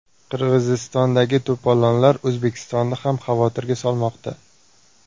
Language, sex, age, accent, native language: Uzbek, male, 18-24, Surxondaryo, Uzbek